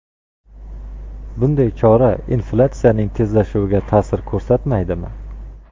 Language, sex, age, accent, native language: Uzbek, male, 25-34, Qashqadaryo, Uzbek